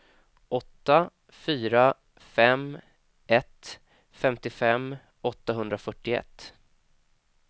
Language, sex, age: Swedish, male, 25